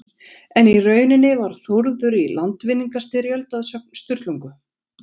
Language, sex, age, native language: Icelandic, female, 40-49, Icelandic